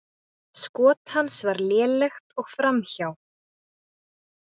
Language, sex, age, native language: Icelandic, female, 20-29, Icelandic